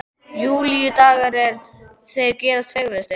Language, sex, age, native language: Icelandic, male, 12, Icelandic